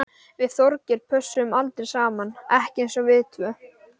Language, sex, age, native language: Icelandic, male, 12, Icelandic